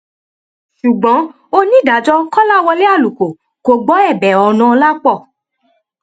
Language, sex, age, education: Yoruba, female, 15-29, tertiary